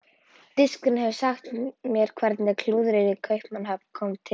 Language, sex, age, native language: Icelandic, female, 11, Icelandic